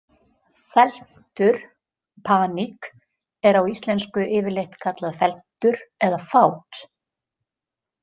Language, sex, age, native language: Icelandic, female, 50-59, Icelandic